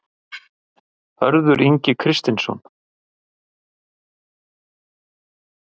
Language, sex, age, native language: Icelandic, male, 50-59, Icelandic